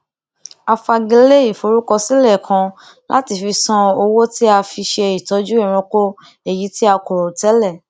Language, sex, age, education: Yoruba, female, 15-29, tertiary